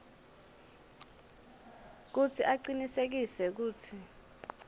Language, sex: Swati, female